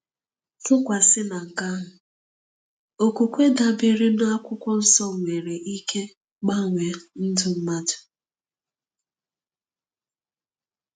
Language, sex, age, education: Igbo, female, 30-45, tertiary